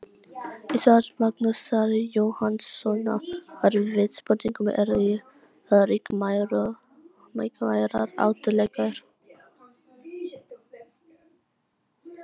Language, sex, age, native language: Icelandic, other, 18-19, Icelandic